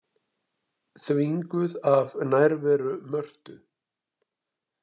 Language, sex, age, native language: Icelandic, male, 60-69, Icelandic